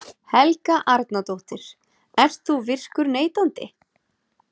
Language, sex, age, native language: Icelandic, female, 30-39, Icelandic